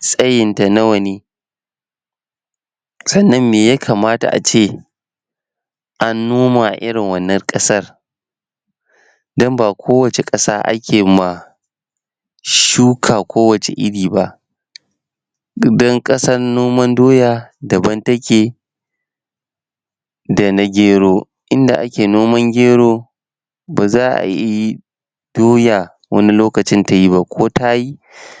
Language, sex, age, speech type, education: Hausa, male, 15-29, spontaneous, tertiary